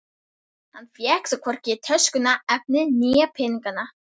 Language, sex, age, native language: Icelandic, female, 11, Icelandic